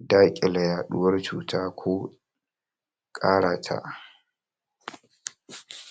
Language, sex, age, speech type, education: Hausa, male, 46-60, spontaneous, tertiary